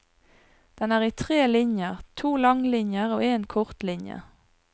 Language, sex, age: Norwegian, female, 42